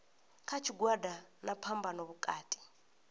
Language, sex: Venda, female